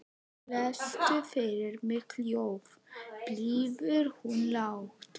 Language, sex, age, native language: Icelandic, male, 11, Icelandic